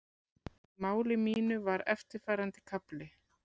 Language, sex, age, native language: Icelandic, female, 40-49, Icelandic